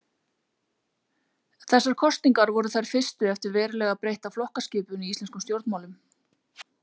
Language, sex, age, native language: Icelandic, female, 40-49, Icelandic